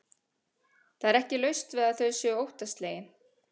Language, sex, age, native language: Icelandic, female, 30-39, Icelandic